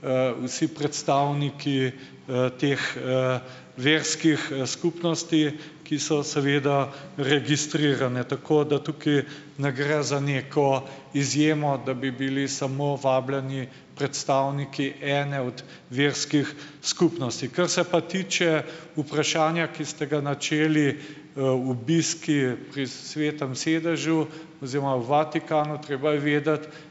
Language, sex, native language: Slovenian, male, Slovenian